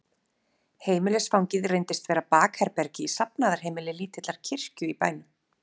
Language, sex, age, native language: Icelandic, female, 30-39, Icelandic